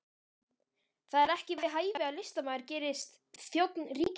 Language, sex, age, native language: Icelandic, male, 13, Icelandic